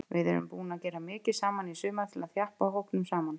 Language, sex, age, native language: Icelandic, female, 50-59, Icelandic